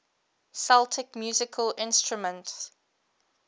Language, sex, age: English, female, 22